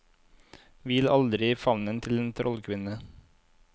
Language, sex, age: Norwegian, male, 25